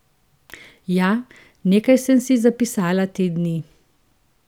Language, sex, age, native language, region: Slovenian, female, 50-59, Slovenian, Central Slovenia